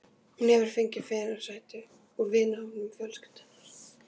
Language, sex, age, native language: Icelandic, female, 13, Icelandic